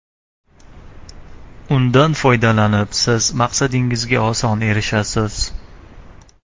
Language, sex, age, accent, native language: Uzbek, male, 19-29, Toshkent shahri, Uzbek